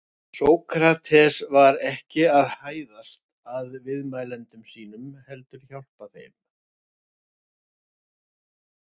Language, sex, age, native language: Icelandic, male, 60-69, Icelandic